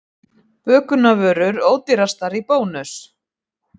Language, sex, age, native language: Icelandic, female, 50-59, Icelandic